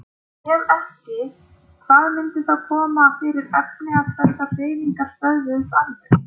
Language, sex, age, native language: Icelandic, female, 30-39, Icelandic